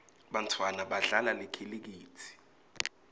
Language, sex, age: Swati, male, 21